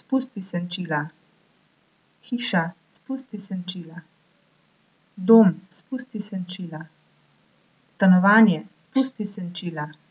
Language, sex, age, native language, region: Slovenian, female, 18-29, Slovenian, Coastal Karst region